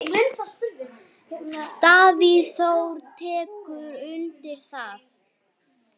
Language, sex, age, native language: Icelandic, female, 9, Icelandic